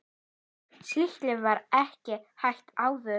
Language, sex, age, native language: Icelandic, female, 10, Icelandic